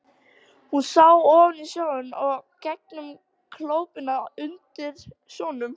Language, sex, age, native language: Icelandic, female, 13, Icelandic